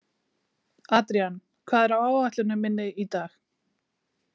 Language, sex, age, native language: Icelandic, female, 40-49, Icelandic